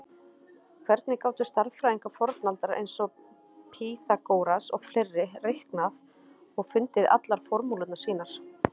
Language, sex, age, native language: Icelandic, female, 30-39, Icelandic